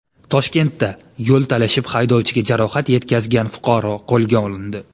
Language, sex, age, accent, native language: Uzbek, male, 18-24, Namangan, Uzbek